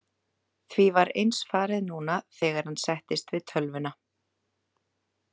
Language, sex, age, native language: Icelandic, female, 30-39, Icelandic